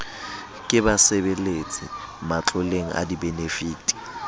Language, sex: Southern Sotho, male